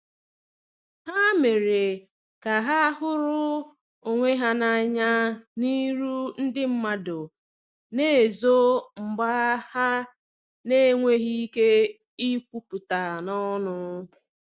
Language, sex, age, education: Igbo, female, 30-45, tertiary